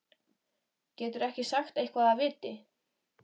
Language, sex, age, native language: Icelandic, female, 13, Icelandic